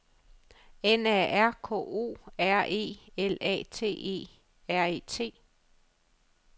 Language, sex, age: Danish, female, 35